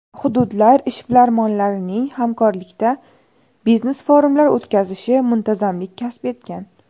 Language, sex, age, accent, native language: Uzbek, female, 18-24, Navoiy, Uzbek